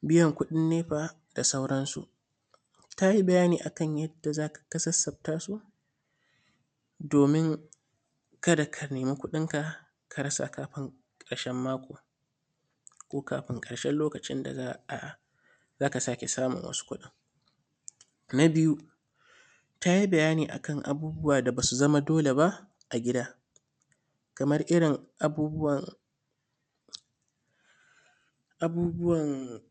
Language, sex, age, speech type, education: Hausa, male, 15-29, spontaneous, secondary